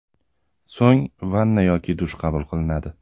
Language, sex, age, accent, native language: Uzbek, male, 25-34, Andijon, Uzbek